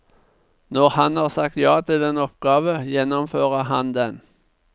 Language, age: Norwegian, 49